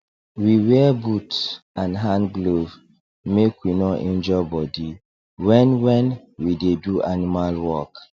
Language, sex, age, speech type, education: Nigerian Pidgin, male, 30-45, spontaneous, tertiary